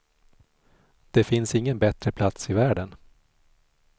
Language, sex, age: Swedish, male, 46